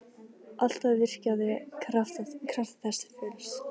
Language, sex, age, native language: Icelandic, female, 15, Icelandic